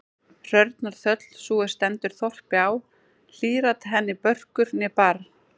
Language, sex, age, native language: Icelandic, female, 20-29, Icelandic